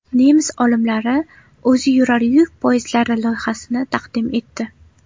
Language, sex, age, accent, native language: Uzbek, female, under 19, Navoiy, Uzbek